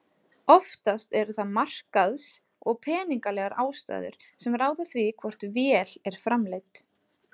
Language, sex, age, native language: Icelandic, female, 30-39, Icelandic